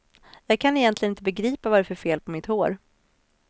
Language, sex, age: Swedish, female, 26